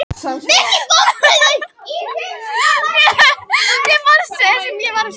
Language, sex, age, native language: Icelandic, female, 11, Icelandic